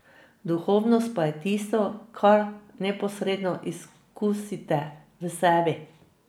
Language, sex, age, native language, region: Slovenian, female, 50-59, Slovenian, Drava region